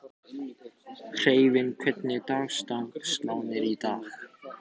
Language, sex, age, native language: Icelandic, male, 14, Icelandic